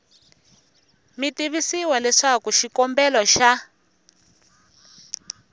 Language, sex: Tsonga, female